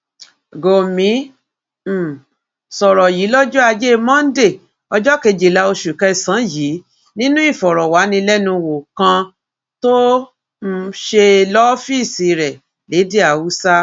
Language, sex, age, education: Yoruba, female, 46-60, tertiary